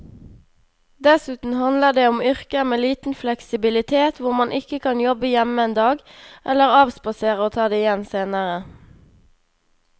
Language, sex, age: Norwegian, female, 21